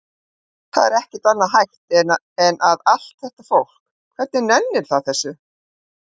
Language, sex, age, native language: Icelandic, female, 50-59, Icelandic